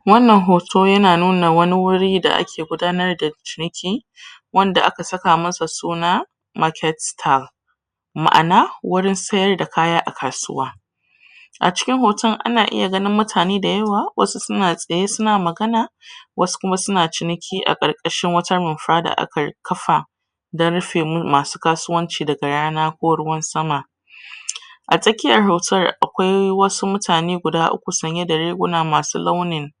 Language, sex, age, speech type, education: Hausa, female, 30-45, spontaneous, tertiary